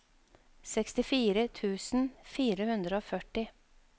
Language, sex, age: Norwegian, female, 52